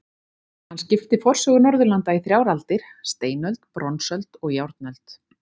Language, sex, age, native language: Icelandic, female, 40-49, Icelandic